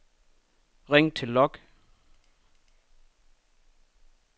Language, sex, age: Danish, male, 31